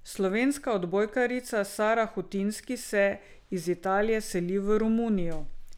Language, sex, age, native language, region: Slovenian, female, 50-59, Slovenian, Drava region